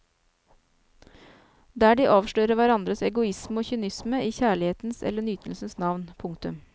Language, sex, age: Norwegian, female, 29